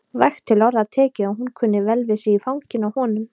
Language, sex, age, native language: Icelandic, female, 30-39, Icelandic